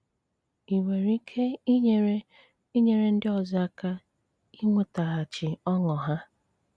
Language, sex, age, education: Igbo, female, 30-45, tertiary